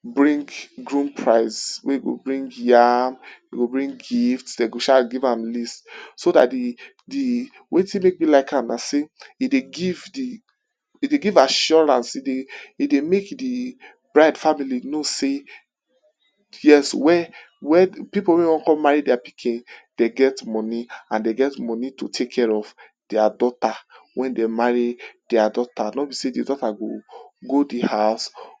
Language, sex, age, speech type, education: Nigerian Pidgin, male, 15-29, spontaneous, tertiary